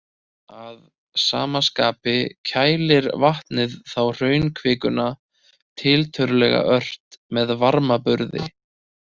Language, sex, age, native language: Icelandic, male, 30-39, Icelandic